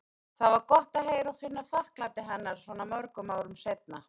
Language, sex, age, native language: Icelandic, female, 30-39, Icelandic